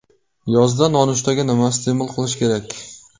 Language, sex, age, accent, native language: Uzbek, male, 18-24, Qashqadaryo, Uzbek